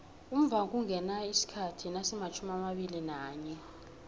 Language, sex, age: South Ndebele, female, 18